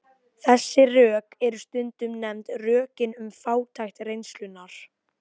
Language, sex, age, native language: Icelandic, female, 18-19, Icelandic